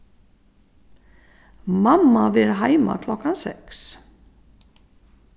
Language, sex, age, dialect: Faroese, female, 36-60, Suðurstreymoy